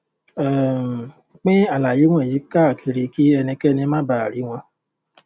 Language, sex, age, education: Yoruba, female, 15-29, tertiary